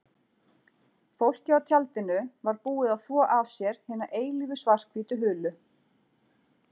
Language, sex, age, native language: Icelandic, female, 40-49, Icelandic